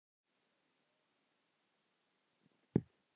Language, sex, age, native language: Icelandic, male, 10, Icelandic